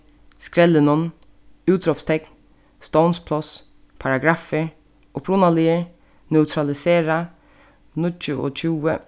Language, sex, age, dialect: Faroese, female, 15-35, Suðurstreymoy